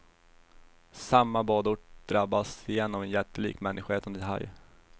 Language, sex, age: Swedish, male, 21